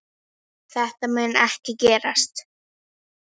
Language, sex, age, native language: Icelandic, female, 9, Icelandic